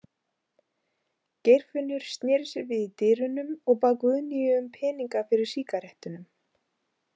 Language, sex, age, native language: Icelandic, female, 40-49, Icelandic